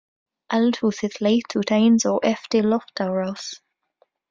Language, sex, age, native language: Icelandic, female, 20-29, English